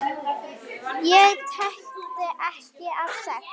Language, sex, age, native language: Icelandic, female, 9, Icelandic